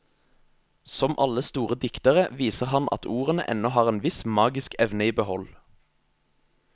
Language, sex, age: Norwegian, male, 22